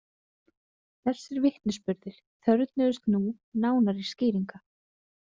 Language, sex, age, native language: Icelandic, female, 30-39, Icelandic